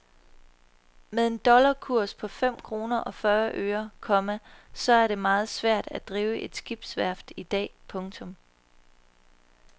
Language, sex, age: Danish, female, 23